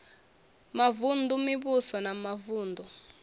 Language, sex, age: Venda, female, 21